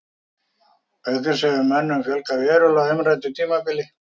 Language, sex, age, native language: Icelandic, male, 50-59, Icelandic